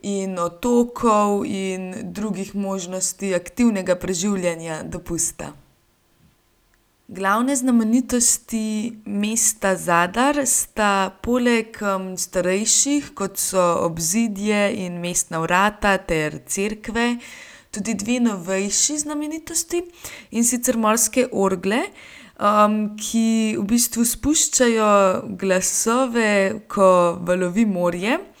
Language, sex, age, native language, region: Slovenian, female, 18-29, Slovenian, Gorenjska region